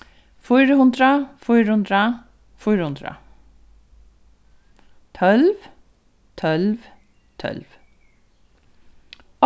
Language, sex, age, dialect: Faroese, female, 36-60, Suðurstreymoy